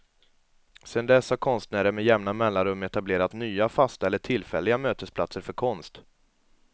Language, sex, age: Swedish, male, 22